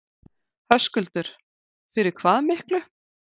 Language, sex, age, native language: Icelandic, female, 40-49, Icelandic